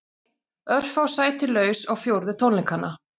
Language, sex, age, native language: Icelandic, female, 30-39, Icelandic